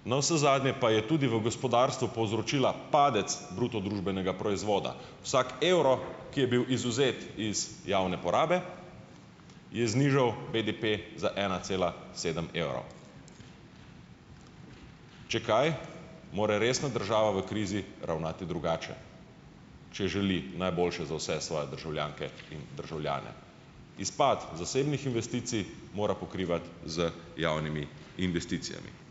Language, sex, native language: Slovenian, male, Slovenian